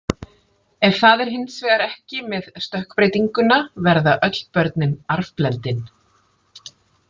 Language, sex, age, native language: Icelandic, female, 40-49, Icelandic